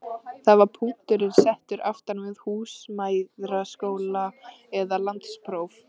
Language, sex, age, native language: Icelandic, female, 13, Icelandic